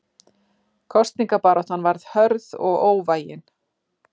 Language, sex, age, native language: Icelandic, female, 40-49, Icelandic